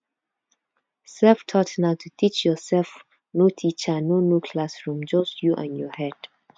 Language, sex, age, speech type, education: Nigerian Pidgin, female, 15-29, spontaneous, tertiary